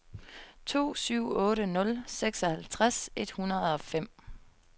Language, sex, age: Danish, female, 22